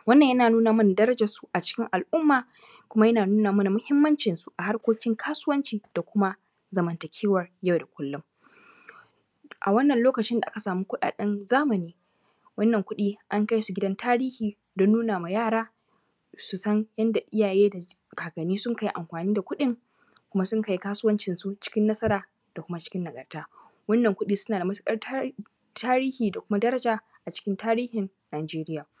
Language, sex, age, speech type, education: Hausa, female, 15-29, spontaneous, tertiary